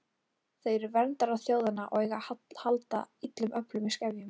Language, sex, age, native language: Icelandic, female, 18-19, Icelandic